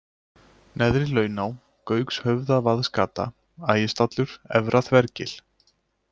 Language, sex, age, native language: Icelandic, male, 20-29, Icelandic